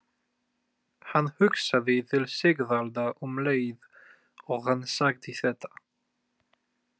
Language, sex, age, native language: Icelandic, male, 20-29, Polish